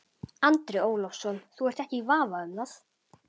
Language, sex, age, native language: Icelandic, male, 11, Icelandic